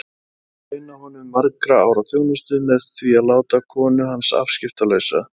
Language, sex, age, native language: Icelandic, male, 20-29, Icelandic